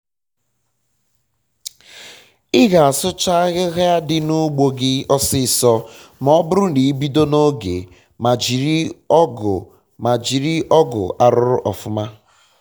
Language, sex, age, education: Igbo, male, 15-29, tertiary